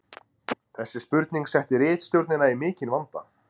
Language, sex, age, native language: Icelandic, male, 30-39, Icelandic